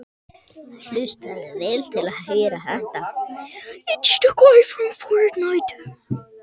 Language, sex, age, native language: Icelandic, other, 60-69, Icelandic